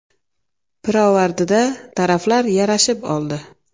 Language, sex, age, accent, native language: Uzbek, female, 35+, Navoiy, Uzbek